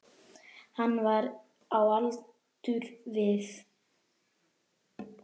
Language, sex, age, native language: Icelandic, female, 10, Icelandic